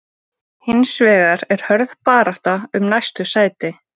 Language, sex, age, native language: Icelandic, female, 20-29, Icelandic